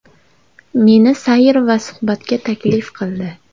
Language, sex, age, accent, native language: Uzbek, female, 25-34, Namangan, Uzbek